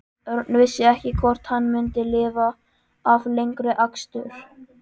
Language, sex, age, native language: Icelandic, male, 11, Icelandic